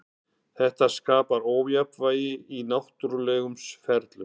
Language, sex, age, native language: Icelandic, male, 50-59, Icelandic